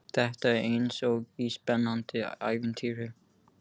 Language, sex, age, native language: Icelandic, male, 15, English